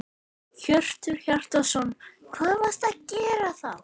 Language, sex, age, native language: Icelandic, male, 12, Icelandic